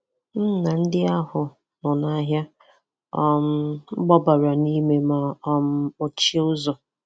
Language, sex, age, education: Igbo, female, 15-29, tertiary